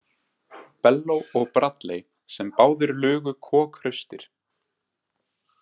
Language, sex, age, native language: Icelandic, male, 20-29, Icelandic